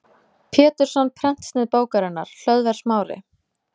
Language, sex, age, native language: Icelandic, female, 20-29, Icelandic